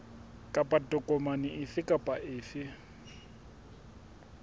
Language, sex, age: Southern Sotho, male, 21